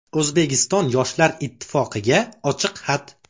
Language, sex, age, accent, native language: Uzbek, male, 25-34, Farg'ona, Uzbek